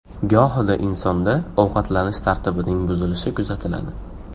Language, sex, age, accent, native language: Uzbek, male, 18-24, Farg'ona, Uzbek